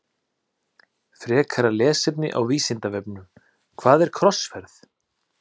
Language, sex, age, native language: Icelandic, male, 30-39, Icelandic